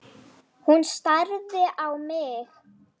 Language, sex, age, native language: Icelandic, female, 10, Lithuanian